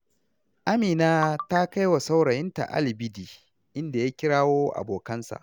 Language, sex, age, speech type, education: Hausa, male, 30-45, read, tertiary